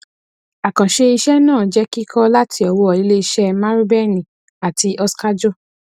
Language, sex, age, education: Yoruba, female, 15-29, tertiary